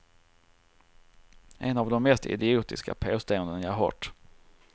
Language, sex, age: Swedish, male, 34